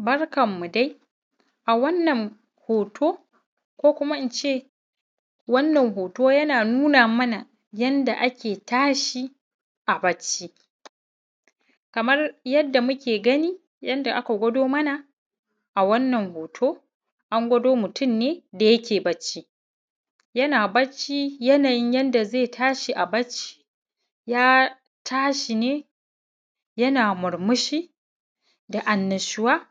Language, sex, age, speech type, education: Hausa, male, 15-29, spontaneous, primary